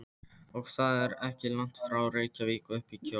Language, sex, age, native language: Icelandic, male, 13, Polish